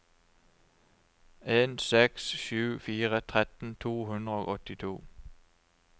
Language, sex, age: Norwegian, male, 29